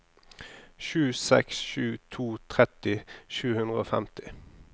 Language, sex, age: Norwegian, male, 26